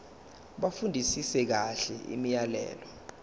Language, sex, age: Zulu, male, 21